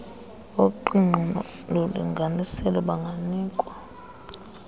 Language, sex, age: Xhosa, female, 30